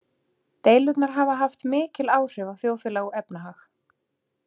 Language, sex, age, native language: Icelandic, female, 30-39, Icelandic